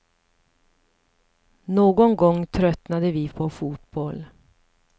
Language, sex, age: Swedish, female, 54